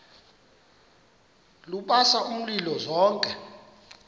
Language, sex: Xhosa, male